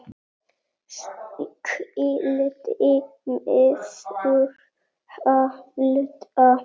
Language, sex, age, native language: Icelandic, male, 7, Icelandic